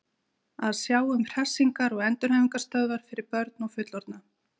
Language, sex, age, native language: Icelandic, female, 50-59, Icelandic